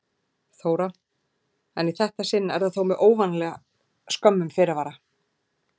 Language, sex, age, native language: Icelandic, female, 40-49, Icelandic